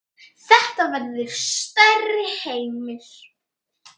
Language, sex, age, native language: Icelandic, male, 9, Icelandic